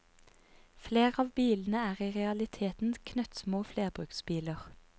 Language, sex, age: Norwegian, female, 30